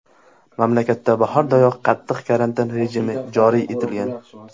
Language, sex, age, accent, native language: Uzbek, male, 18-24, Qashqadaryo, Uzbek